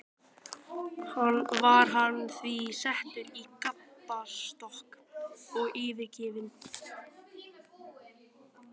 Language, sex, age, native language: Icelandic, male, 12, Icelandic